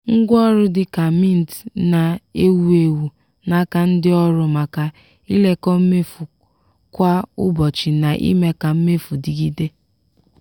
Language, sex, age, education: Igbo, female, 15-29, tertiary